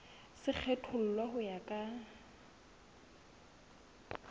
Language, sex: Southern Sotho, female